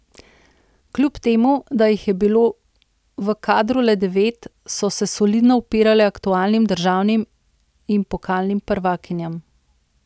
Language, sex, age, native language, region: Slovenian, female, 30-49, Slovenian, Central Slovenia